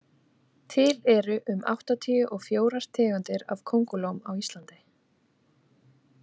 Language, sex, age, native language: Icelandic, female, 20-29, Icelandic